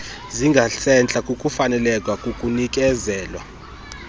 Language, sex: Xhosa, male